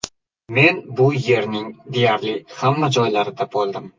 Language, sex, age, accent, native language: Uzbek, male, 18-24, Toshkent viloyati, Uzbek